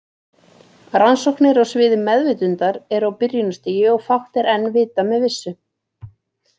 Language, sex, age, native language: Icelandic, female, 40-49, Icelandic